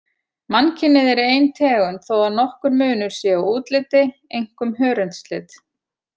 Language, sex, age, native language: Icelandic, female, 40-49, Icelandic